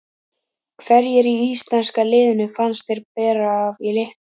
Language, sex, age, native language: Icelandic, female, 15, Icelandic